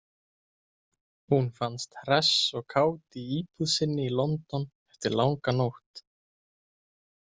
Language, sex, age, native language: Icelandic, male, 20-29, Icelandic